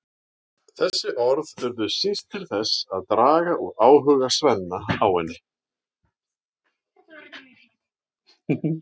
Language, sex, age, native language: Icelandic, male, 40-49, Icelandic